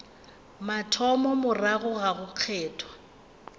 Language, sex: Northern Sotho, female